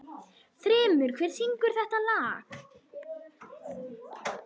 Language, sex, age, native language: Icelandic, female, 21, Icelandic